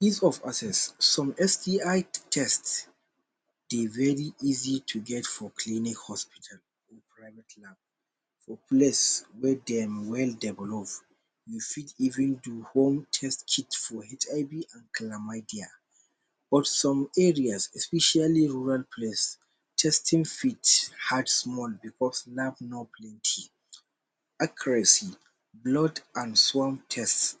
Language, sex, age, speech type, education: Nigerian Pidgin, male, 15-29, spontaneous, tertiary